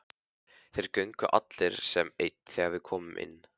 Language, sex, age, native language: Icelandic, male, 15, Icelandic